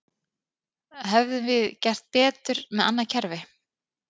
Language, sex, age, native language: Icelandic, female, 30-39, Icelandic